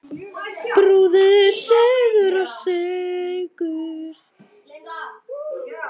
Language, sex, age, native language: Icelandic, female, 9, Icelandic